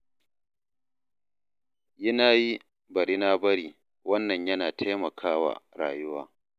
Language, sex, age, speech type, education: Hausa, male, 30-45, read, tertiary